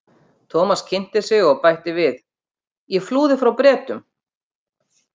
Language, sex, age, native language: Icelandic, female, 50-59, Icelandic